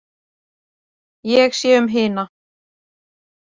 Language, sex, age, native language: Icelandic, female, 40-49, Icelandic